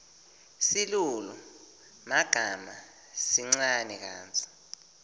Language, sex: Swati, male